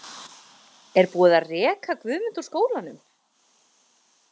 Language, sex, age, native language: Icelandic, female, 30-39, Icelandic